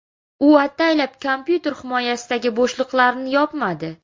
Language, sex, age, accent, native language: Uzbek, female, 18-24, Sirdaryo, Uzbek